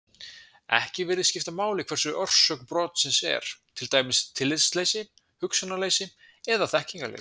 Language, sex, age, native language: Icelandic, male, 20-29, Icelandic